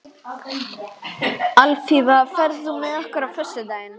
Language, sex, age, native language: Icelandic, female, 11, Icelandic